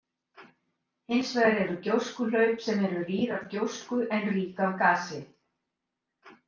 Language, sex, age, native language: Icelandic, female, 60-69, Icelandic